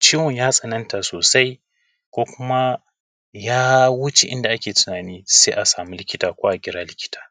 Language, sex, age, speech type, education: Hausa, male, 15-29, spontaneous, secondary